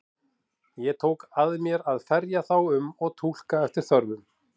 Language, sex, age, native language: Icelandic, male, 40-49, Icelandic